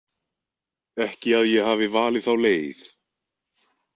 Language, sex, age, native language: Icelandic, male, 20-29, Icelandic